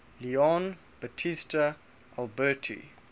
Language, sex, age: English, male, 21